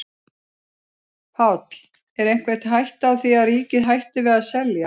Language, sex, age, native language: Icelandic, female, 50-59, Icelandic